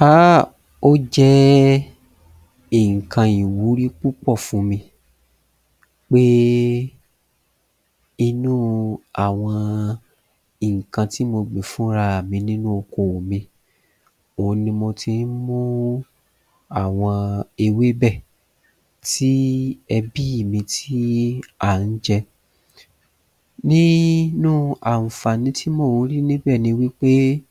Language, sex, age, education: Yoruba, male, 30-45, tertiary